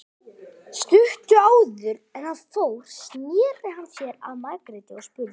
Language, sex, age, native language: Icelandic, male, 20-29, Icelandic